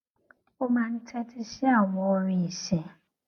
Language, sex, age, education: Yoruba, female, 15-29, tertiary